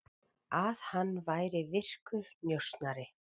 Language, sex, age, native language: Icelandic, female, 40-49, Icelandic